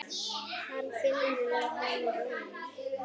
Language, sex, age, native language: Icelandic, female, 10, Icelandic